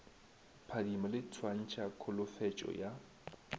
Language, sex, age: Northern Sotho, male, 19